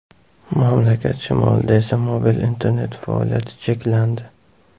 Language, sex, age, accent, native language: Uzbek, male, 18-24, Qashqadaryo, Uzbek